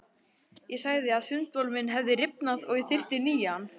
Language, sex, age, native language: Icelandic, male, 20-29, Icelandic